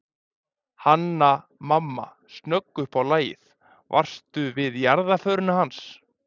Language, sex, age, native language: Icelandic, male, 20-29, Icelandic